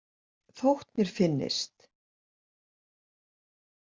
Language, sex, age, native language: Icelandic, female, 60-69, Icelandic